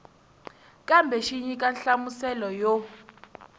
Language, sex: Tsonga, female